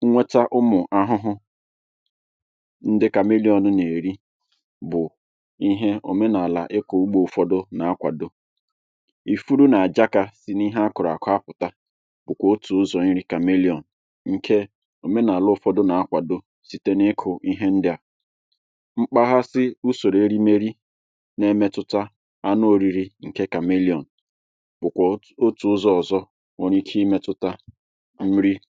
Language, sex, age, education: Igbo, male, 30-45, tertiary